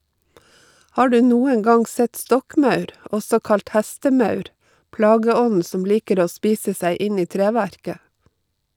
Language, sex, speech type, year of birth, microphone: Norwegian, female, read, 1952, Shure